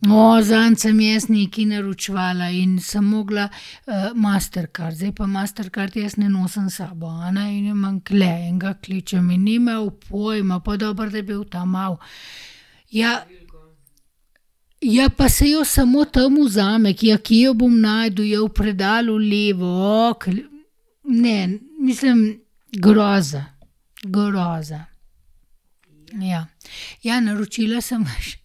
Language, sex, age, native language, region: Slovenian, female, 30-49, Slovenian, Gorenjska region